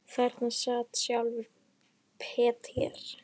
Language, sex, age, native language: Icelandic, female, 10, Icelandic